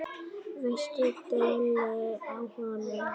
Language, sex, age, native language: Icelandic, female, 9, Icelandic